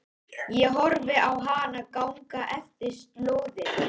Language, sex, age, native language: Icelandic, male, 11, Icelandic